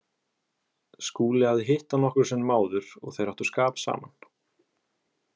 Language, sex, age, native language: Icelandic, male, 20-29, Icelandic